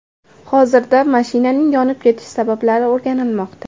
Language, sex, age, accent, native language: Uzbek, female, 18-24, Andijon, Uzbek